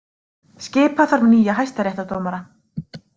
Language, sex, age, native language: Icelandic, female, 30-39, Icelandic